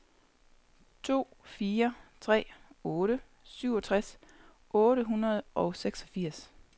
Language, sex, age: Danish, female, 30